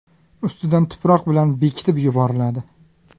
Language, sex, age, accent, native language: Uzbek, male, 25-34, Farg'ona, Uzbek